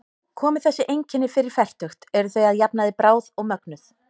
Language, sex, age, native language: Icelandic, female, 30-39, Icelandic